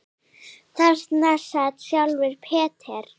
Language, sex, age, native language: Icelandic, female, 9, Icelandic